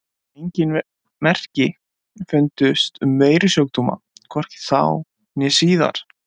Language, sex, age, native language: Icelandic, male, 20-29, Icelandic